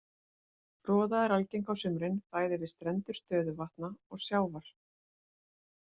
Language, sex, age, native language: Icelandic, female, 40-49, Icelandic